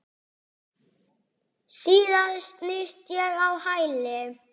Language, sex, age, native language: Icelandic, male, 6, Icelandic